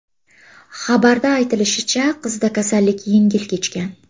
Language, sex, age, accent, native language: Uzbek, female, 18-24, Toshkent shahri, Uzbek